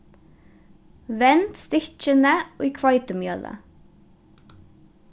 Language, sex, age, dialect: Faroese, female, 15-35, Norðuroyggjar